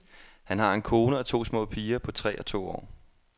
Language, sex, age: Danish, male, 28